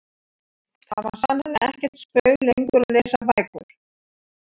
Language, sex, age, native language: Icelandic, female, 60-69, Icelandic